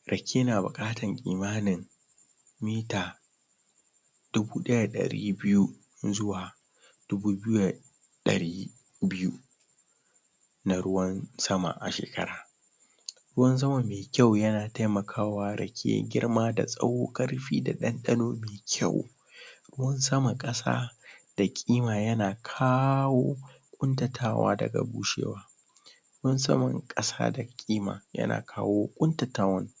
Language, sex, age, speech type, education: Hausa, male, 30-45, spontaneous, tertiary